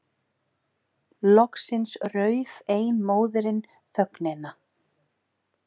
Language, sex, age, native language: Icelandic, female, 40-49, Icelandic